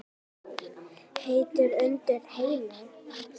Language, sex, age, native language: Icelandic, female, 9, Icelandic